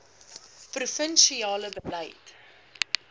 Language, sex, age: Afrikaans, female, 21